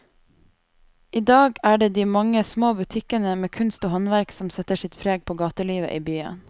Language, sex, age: Norwegian, female, 28